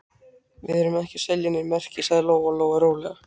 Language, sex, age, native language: Icelandic, male, 13, Icelandic